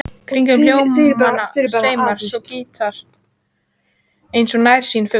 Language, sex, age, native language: Icelandic, female, 14, Icelandic